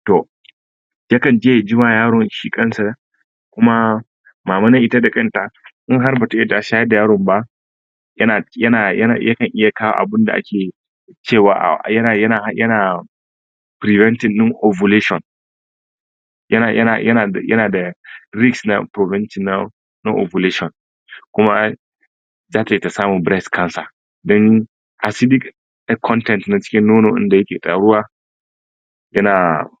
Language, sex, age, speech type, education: Hausa, male, 30-45, spontaneous, tertiary